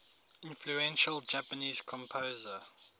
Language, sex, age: English, male, 19